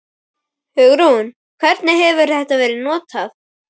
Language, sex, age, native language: Icelandic, male, 12, Icelandic